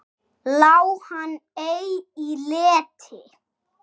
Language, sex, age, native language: Icelandic, male, 6, Icelandic